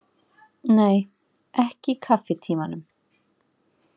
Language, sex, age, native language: Icelandic, female, 40-49, Icelandic